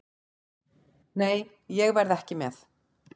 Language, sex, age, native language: Icelandic, female, 40-49, Icelandic